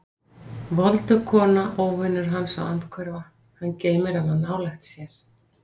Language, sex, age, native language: Icelandic, female, 50-59, Icelandic